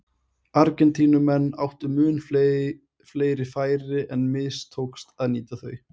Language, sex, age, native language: Icelandic, male, 20-29, Icelandic